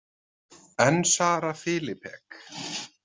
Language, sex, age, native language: Icelandic, male, 30-39, Icelandic